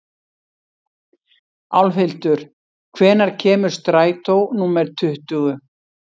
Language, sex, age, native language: Icelandic, female, 60-69, Icelandic